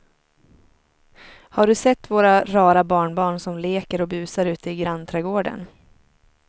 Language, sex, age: Swedish, female, 23